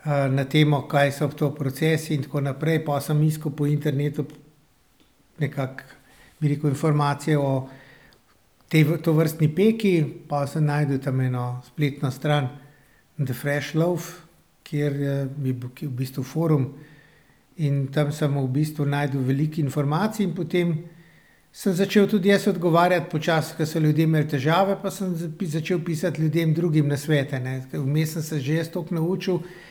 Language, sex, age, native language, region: Slovenian, male, 60+, Slovenian, Central Slovenia